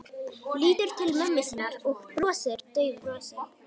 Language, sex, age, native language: Icelandic, female, 11, Icelandic